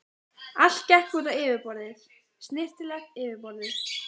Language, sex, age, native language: Icelandic, female, 14, Icelandic